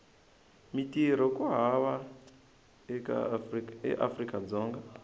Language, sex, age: Tsonga, male, 20